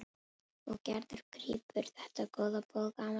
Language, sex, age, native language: Icelandic, female, 11, Icelandic